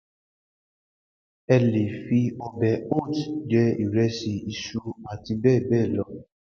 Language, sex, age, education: Yoruba, male, 60+, secondary